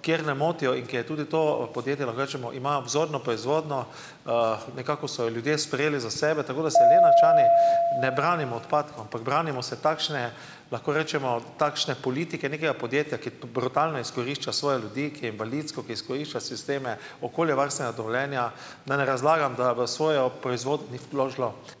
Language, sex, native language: Slovenian, male, Slovenian